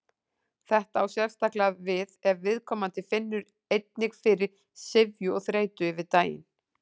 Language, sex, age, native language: Icelandic, female, 40-49, Icelandic